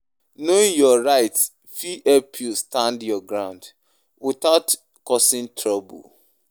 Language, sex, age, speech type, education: Nigerian Pidgin, male, 15-29, spontaneous, tertiary